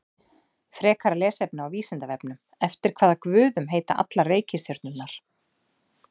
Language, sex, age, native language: Icelandic, female, 40-49, Icelandic